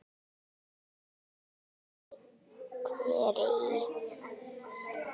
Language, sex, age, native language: Icelandic, female, 9, Icelandic